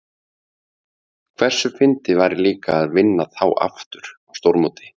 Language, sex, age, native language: Icelandic, male, 50-59, Icelandic